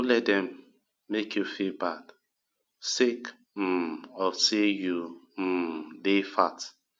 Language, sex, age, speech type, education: Nigerian Pidgin, male, 30-45, spontaneous, tertiary